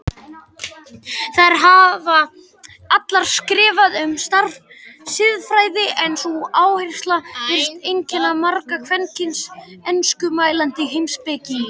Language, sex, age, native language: Icelandic, male, 18-19, Icelandic